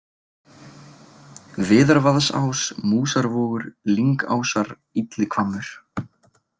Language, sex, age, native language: Icelandic, male, 20-29, Icelandic